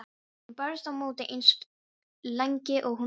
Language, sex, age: Icelandic, female, 13